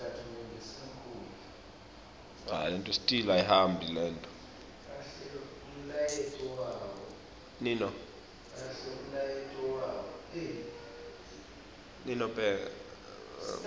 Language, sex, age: Swati, male, 24